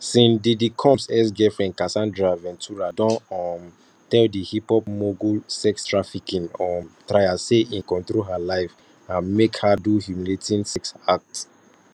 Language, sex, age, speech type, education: Nigerian Pidgin, male, 15-29, spontaneous, tertiary